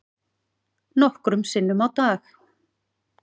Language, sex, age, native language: Icelandic, female, 40-49, Icelandic